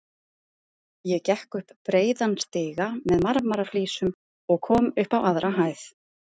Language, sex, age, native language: Icelandic, female, 30-39, Icelandic